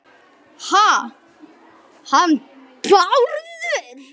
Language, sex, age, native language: Icelandic, male, 9, Icelandic